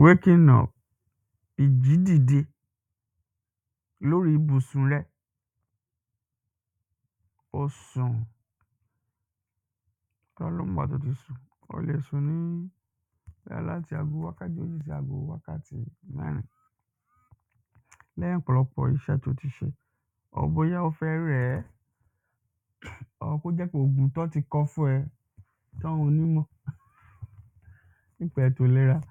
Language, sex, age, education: Yoruba, male, 30-45, secondary